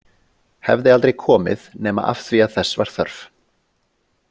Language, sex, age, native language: Icelandic, male, 40-49, Icelandic